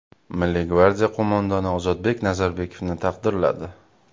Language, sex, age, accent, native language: Uzbek, male, 25-34, Farg'ona, Uzbek